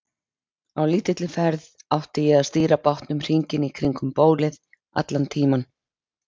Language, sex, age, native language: Icelandic, female, 50-59, Icelandic